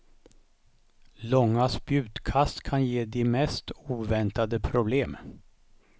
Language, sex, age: Swedish, male, 55